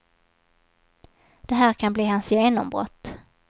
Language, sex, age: Swedish, female, 27